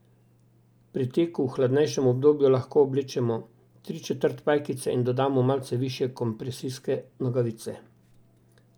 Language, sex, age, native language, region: Slovenian, male, 60+, Slovenian, Drava region